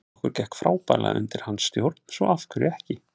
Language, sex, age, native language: Icelandic, male, 30-39, Icelandic